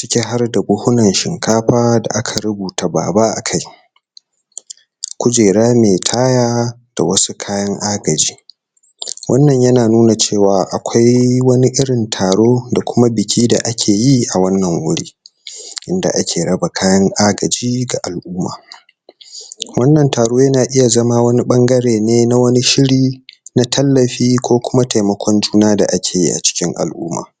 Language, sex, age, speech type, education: Hausa, male, 30-45, spontaneous, tertiary